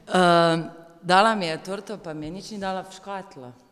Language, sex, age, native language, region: Slovenian, female, 30-49, Slovenian, Drava region